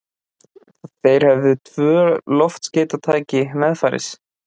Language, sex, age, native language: Icelandic, male, 20-29, Icelandic